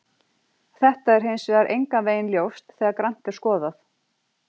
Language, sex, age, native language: Icelandic, female, 40-49, Icelandic